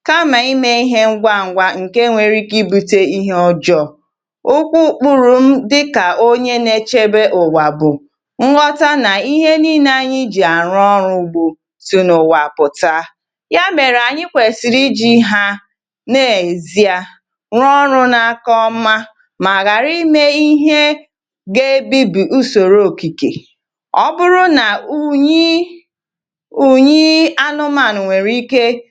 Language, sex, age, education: Igbo, female, 15-29, tertiary